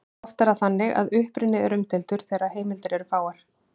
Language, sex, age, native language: Icelandic, female, 50-59, Icelandic